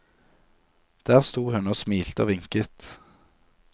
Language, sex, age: Norwegian, male, 27